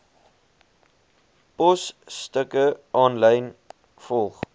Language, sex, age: Afrikaans, male, 21